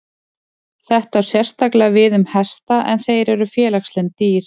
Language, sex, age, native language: Icelandic, female, 40-49, Icelandic